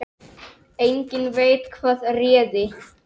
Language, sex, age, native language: Icelandic, male, 10, Icelandic